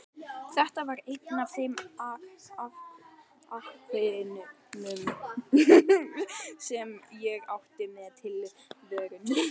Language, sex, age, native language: Icelandic, female, 18-19, Icelandic